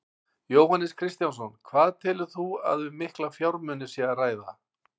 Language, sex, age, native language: Icelandic, male, 60-69, Icelandic